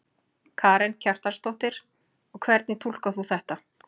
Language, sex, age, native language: Icelandic, female, 40-49, Icelandic